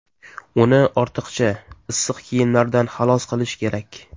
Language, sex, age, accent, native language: Uzbek, male, 18-24, Toshkent shahri, Uzbek